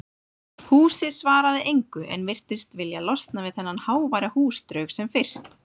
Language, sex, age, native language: Icelandic, female, 30-39, Icelandic